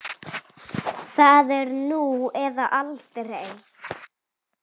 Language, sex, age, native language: Icelandic, female, 7, Icelandic